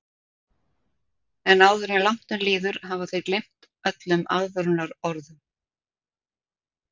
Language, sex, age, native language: Icelandic, female, 60-69, Icelandic